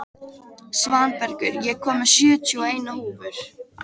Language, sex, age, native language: Icelandic, female, 13, Icelandic